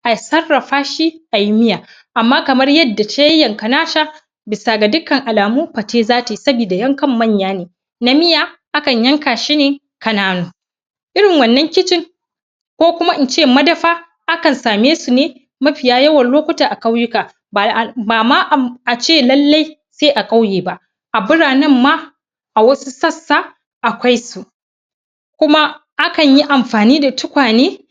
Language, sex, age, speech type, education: Hausa, female, 30-45, spontaneous, tertiary